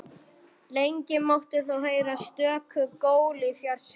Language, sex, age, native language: Icelandic, male, 40-49, German